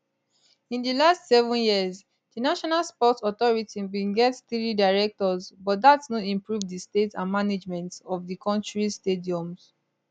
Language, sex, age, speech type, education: Nigerian Pidgin, female, 15-29, spontaneous, tertiary